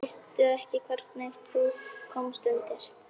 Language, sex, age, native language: Icelandic, female, 11, Icelandic